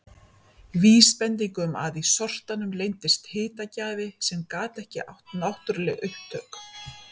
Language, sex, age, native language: Icelandic, female, 50-59, Icelandic